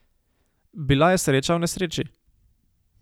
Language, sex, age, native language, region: Slovenian, male, 18-29, Slovenian, Savinja region